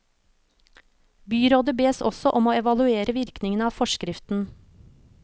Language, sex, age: Norwegian, female, 36